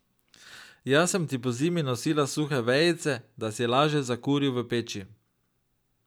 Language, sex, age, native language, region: Slovenian, male, 30-49, Slovenian, Drava region